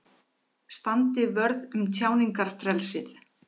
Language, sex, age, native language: Icelandic, female, 50-59, Icelandic